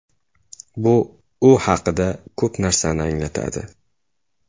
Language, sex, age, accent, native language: Uzbek, male, 25-34, Samarqand, Uzbek